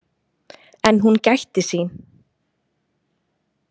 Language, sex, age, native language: Icelandic, female, 20-29, Icelandic